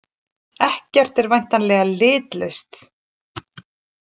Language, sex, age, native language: Icelandic, female, 40-49, Icelandic